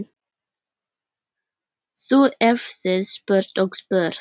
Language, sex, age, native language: Icelandic, female, 10, Icelandic